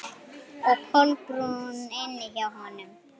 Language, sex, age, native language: Icelandic, female, 8, Icelandic